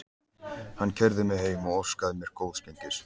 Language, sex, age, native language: Icelandic, male, 14, Icelandic